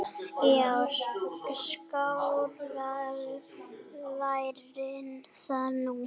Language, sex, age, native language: Icelandic, female, 8, Icelandic